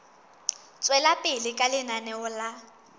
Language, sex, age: Southern Sotho, female, 19